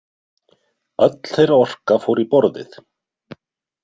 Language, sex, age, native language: Icelandic, male, 50-59, Icelandic